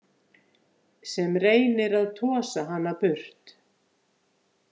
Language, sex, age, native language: Icelandic, female, 50-59, Icelandic